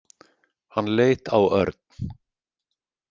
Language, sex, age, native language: Icelandic, male, 50-59, Icelandic